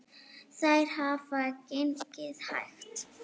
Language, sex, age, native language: Icelandic, female, 18-19, Icelandic